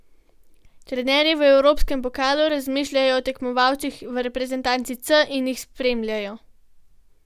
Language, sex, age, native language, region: Slovenian, female, 12-17, Slovenian, Gorenjska region